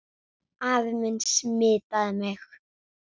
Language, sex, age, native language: Icelandic, female, 9, Icelandic